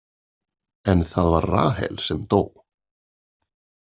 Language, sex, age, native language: Icelandic, male, 40-49, Icelandic